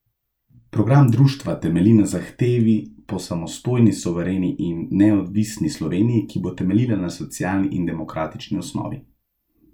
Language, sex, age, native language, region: Slovenian, male, 18-29, Slovenian, Central Slovenia